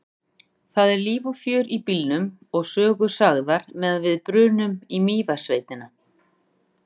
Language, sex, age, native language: Icelandic, female, 40-49, Icelandic